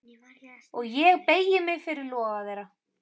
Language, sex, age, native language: Icelandic, female, 30-39, Icelandic